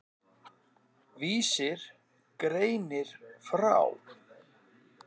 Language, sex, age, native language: Icelandic, male, 50-59, Icelandic